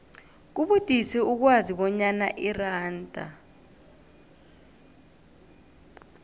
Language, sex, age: South Ndebele, female, 18